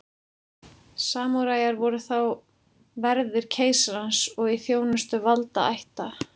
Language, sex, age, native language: Icelandic, female, 40-49, Icelandic